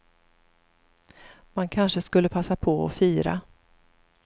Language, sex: Swedish, female